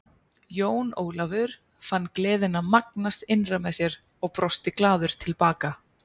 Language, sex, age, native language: Icelandic, female, 30-39, Icelandic